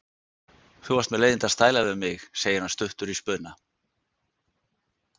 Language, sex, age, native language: Icelandic, male, 60-69, Icelandic